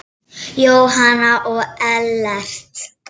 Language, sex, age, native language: Icelandic, female, 7, Icelandic